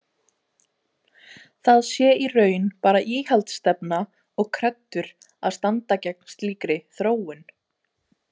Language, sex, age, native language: Icelandic, female, 18-19, Icelandic